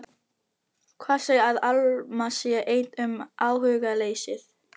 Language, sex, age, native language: Icelandic, female, 18-19, Filipino